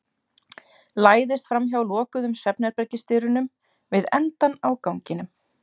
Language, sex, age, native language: Icelandic, female, 30-39, Icelandic